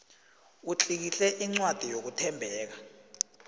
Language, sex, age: South Ndebele, male, 20